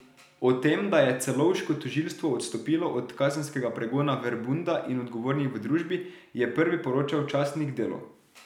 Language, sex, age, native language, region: Slovenian, male, 18-29, Slovenian, Drava region